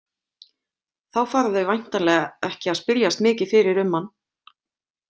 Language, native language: Icelandic, Icelandic